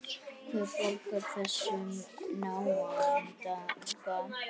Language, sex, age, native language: Icelandic, female, 9, Icelandic